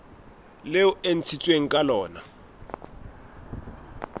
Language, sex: Southern Sotho, male